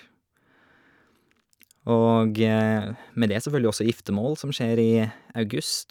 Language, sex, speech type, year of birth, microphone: Norwegian, male, spontaneous, 1988, Shure